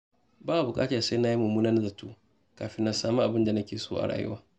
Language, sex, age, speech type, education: Hausa, male, 30-45, spontaneous, tertiary